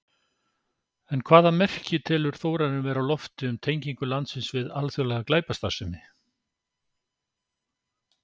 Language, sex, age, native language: Icelandic, male, 60-69, Icelandic